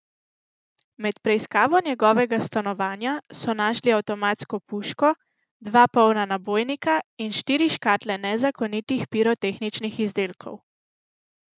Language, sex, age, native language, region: Slovenian, female, 18-29, Slovenian, Central Slovenia